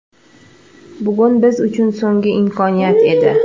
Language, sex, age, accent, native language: Uzbek, female, 25-34, Toshkent shahri, Uzbek